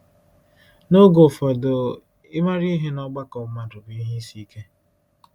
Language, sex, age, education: Igbo, male, 15-29, tertiary